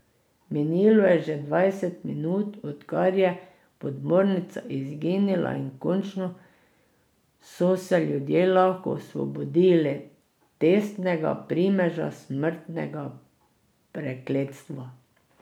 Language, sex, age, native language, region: Slovenian, female, 60+, Slovenian, Drava region